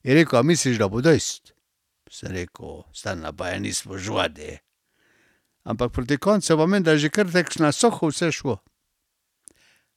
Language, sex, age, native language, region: Slovenian, male, 60+, Slovenian, Carinthia region